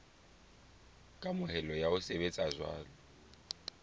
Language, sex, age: Southern Sotho, male, 20